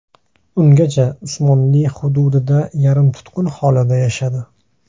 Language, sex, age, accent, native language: Uzbek, male, 19-29, Farg'ona, Uzbek